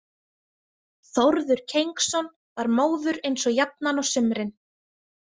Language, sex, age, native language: Icelandic, female, 20-29, Icelandic